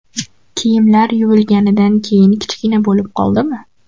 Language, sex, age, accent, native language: Uzbek, female, 12-17, Farg'ona, Uzbek